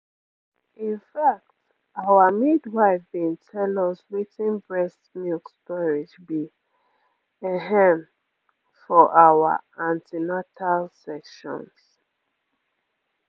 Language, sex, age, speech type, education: Nigerian Pidgin, female, 15-29, spontaneous, tertiary